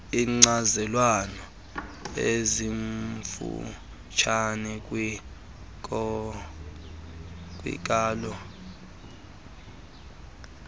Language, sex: Xhosa, male